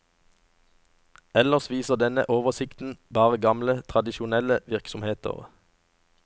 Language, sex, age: Norwegian, male, 37